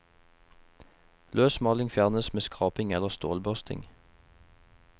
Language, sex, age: Norwegian, male, 21